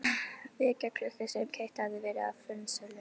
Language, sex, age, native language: Icelandic, female, 11, Icelandic